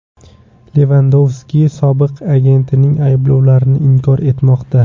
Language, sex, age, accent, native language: Uzbek, male, 18-24, Jizzax, Uzbek